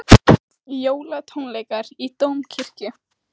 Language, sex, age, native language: Icelandic, female, 18-19, Icelandic